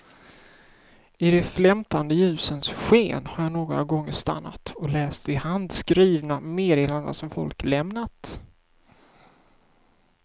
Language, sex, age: Swedish, male, 31